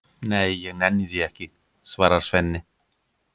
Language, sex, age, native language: Icelandic, male, 50-59, Icelandic